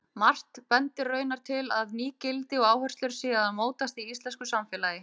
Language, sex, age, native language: Icelandic, female, 30-39, Icelandic